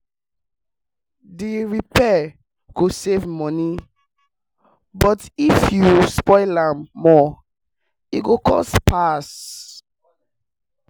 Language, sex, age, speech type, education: Nigerian Pidgin, male, 15-29, spontaneous, tertiary